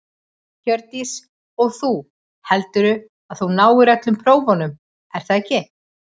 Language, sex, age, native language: Icelandic, female, 40-49, Icelandic